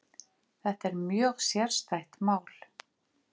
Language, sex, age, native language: Icelandic, female, 50-59, Icelandic